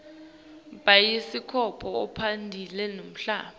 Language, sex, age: Swati, female, 19